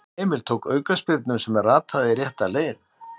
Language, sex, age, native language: Icelandic, male, 60-69, Icelandic